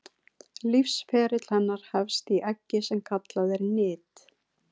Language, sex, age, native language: Icelandic, female, 40-49, Icelandic